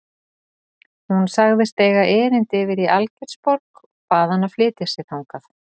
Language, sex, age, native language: Icelandic, female, 40-49, Icelandic